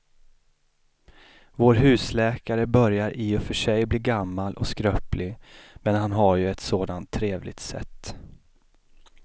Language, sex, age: Swedish, male, 33